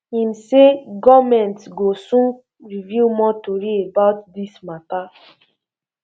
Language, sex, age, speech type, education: Nigerian Pidgin, female, 15-29, spontaneous, secondary